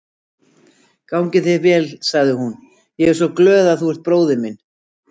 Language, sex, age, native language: Icelandic, female, 60-69, Icelandic